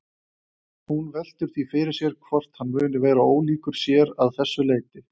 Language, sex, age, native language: Icelandic, male, 20-29, Icelandic